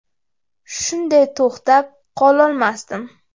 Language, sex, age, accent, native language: Uzbek, female, under 19, Navoiy, Uzbek